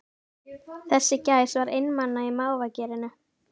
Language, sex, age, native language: Icelandic, female, 18-19, Icelandic